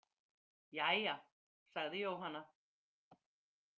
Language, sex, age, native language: Icelandic, female, 50-59, Icelandic